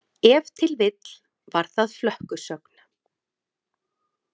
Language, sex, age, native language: Icelandic, female, 30-39, Icelandic